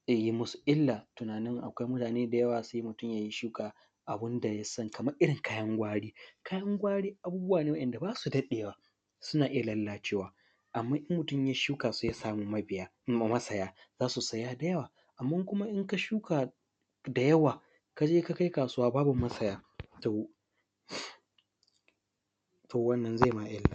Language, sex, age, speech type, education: Hausa, male, 15-29, spontaneous, primary